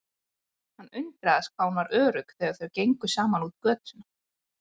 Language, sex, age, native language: Icelandic, female, 20-29, Icelandic